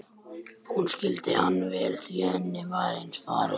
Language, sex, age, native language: Icelandic, male, 12, Icelandic